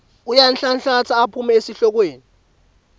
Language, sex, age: Swati, male, 18